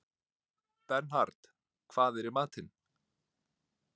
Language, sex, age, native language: Icelandic, male, 30-39, Icelandic